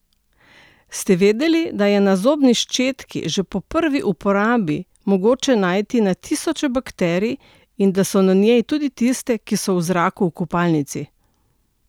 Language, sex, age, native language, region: Slovenian, female, 60+, Slovenian, Central Slovenia